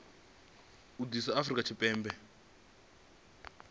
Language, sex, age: Venda, male, 25